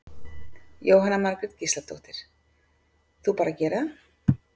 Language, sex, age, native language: Icelandic, female, 50-59, Icelandic